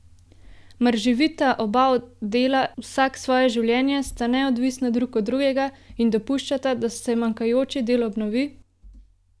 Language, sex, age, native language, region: Slovenian, female, 18-29, Slovenian, Gorenjska region